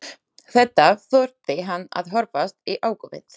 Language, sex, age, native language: Icelandic, female, 20-29, Slovak